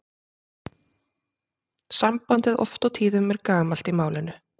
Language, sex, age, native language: Icelandic, female, 30-39, Icelandic